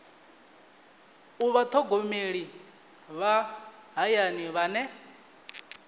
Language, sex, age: Venda, male, 19